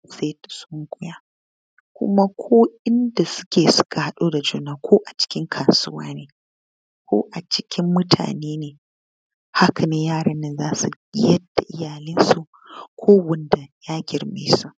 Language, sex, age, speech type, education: Hausa, female, 15-29, spontaneous, tertiary